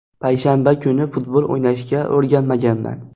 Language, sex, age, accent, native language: Uzbek, male, 12-17, Xorazm, Uzbek